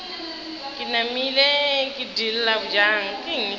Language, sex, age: Northern Sotho, female, 30